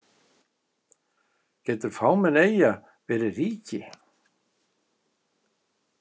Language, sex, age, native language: Icelandic, male, 60-69, Icelandic